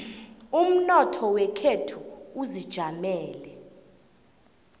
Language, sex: South Ndebele, female